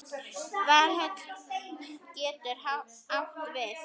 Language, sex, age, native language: Icelandic, female, 9, Icelandic